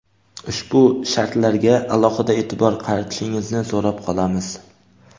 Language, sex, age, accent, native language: Uzbek, male, 18-24, Jizzax, Uzbek